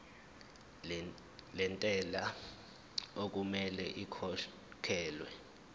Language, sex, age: Zulu, male, 21